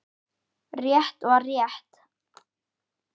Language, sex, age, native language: Icelandic, male, 10, Icelandic